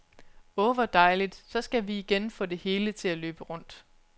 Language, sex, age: Danish, female, 29